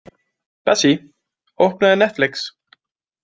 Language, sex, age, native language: Icelandic, male, 20-29, Icelandic